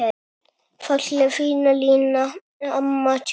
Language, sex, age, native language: Icelandic, male, 7, Icelandic